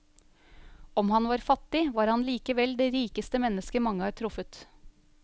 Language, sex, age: Norwegian, female, 35